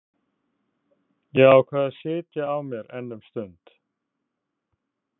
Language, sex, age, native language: Icelandic, male, 50-59, Icelandic